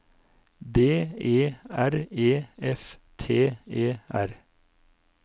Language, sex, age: Norwegian, male, 59